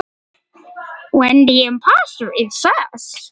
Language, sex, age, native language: Icelandic, female, 12, Icelandic